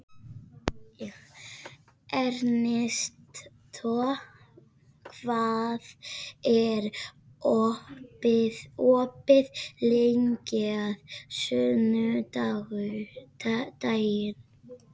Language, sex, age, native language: Icelandic, other, 50-59, Spanish